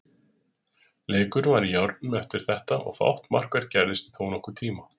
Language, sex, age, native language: Icelandic, male, 30-39, Icelandic